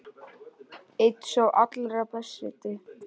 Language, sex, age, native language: Icelandic, male, 10, Icelandic